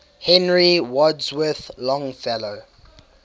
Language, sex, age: English, male, 18